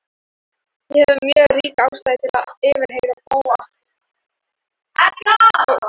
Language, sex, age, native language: Icelandic, female, 13, Thai